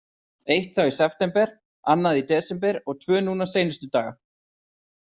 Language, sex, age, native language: Icelandic, male, 30-39, Icelandic